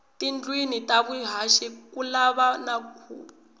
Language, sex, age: Tsonga, female, 20